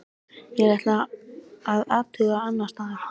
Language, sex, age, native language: Icelandic, female, 13, Icelandic